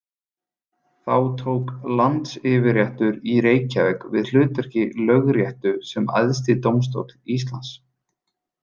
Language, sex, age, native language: Icelandic, male, 30-39, Icelandic